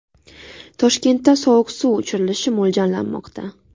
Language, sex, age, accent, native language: Uzbek, female, 18-24, Navoiy, Uzbek